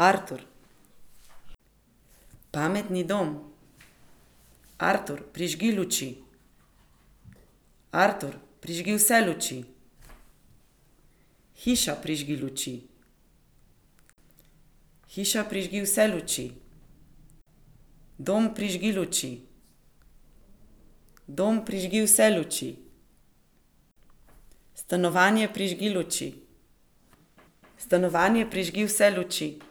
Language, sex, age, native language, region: Slovenian, female, 50-59, Slovenian, Central Slovenia